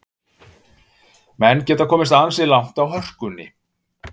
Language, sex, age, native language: Icelandic, male, 50-59, Icelandic